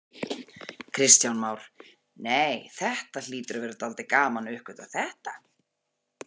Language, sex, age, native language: Icelandic, female, 40-49, Icelandic